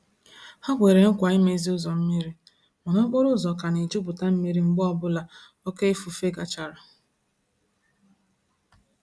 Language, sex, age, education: Igbo, female, 15-29, tertiary